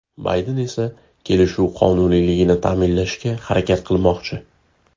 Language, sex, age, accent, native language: Uzbek, male, 18-24, Farg'ona, Uzbek